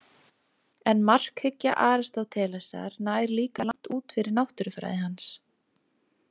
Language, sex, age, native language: Icelandic, female, 20-29, Icelandic